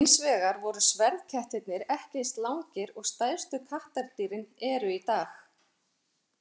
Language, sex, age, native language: Icelandic, female, 40-49, Icelandic